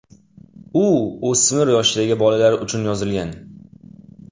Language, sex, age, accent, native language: Uzbek, male, 18-24, Toshkent shahri, Uzbek